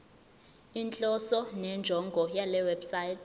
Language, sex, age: Zulu, female, 20